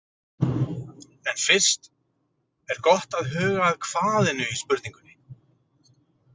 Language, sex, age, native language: Icelandic, male, 40-49, Icelandic